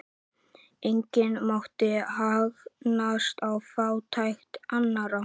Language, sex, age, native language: Icelandic, male, 11, Icelandic